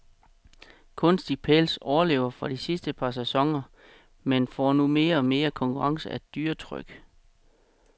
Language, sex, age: Danish, male, 36